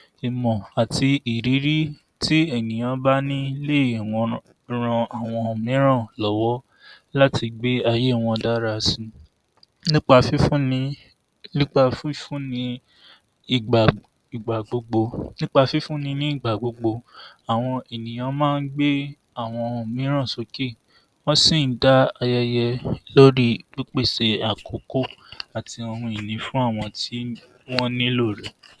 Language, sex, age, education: Yoruba, male, 46-60, tertiary